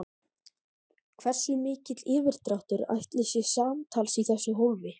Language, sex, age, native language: Icelandic, male, 13, Icelandic